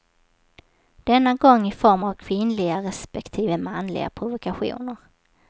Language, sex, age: Swedish, female, 27